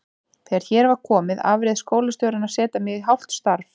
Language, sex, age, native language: Icelandic, female, 30-39, Icelandic